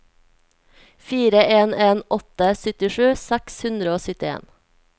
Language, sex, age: Norwegian, female, 24